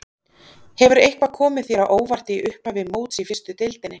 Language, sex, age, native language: Icelandic, female, 30-39, Icelandic